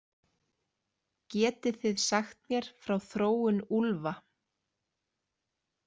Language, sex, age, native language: Icelandic, female, 30-39, Icelandic